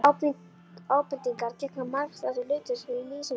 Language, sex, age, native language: Icelandic, female, 11, Icelandic